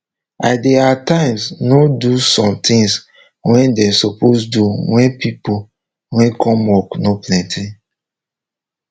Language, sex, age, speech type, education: Nigerian Pidgin, male, 30-45, spontaneous, tertiary